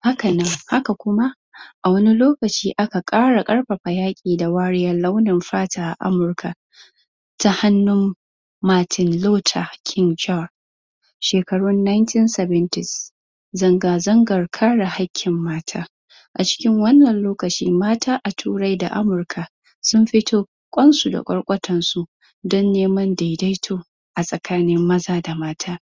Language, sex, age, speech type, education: Hausa, female, 15-29, spontaneous, tertiary